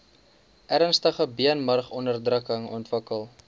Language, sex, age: Afrikaans, male, 19